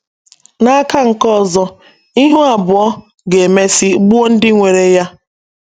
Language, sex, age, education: Igbo, female, 30-45, secondary